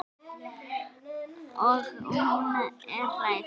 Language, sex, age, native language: Icelandic, female, 9, Icelandic